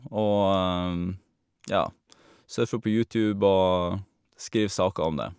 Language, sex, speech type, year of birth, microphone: Norwegian, male, spontaneous, 1987, Shure